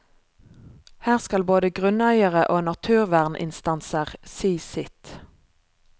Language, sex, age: Norwegian, female, 36